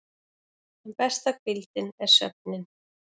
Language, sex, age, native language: Icelandic, female, 40-49, Icelandic